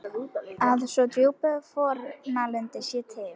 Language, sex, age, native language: Icelandic, female, 11, Icelandic